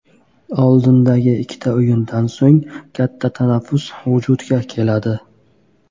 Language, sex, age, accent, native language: Uzbek, male, 18-24, Buxoro, Uzbek